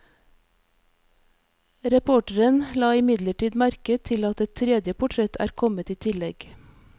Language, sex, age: Norwegian, female, 46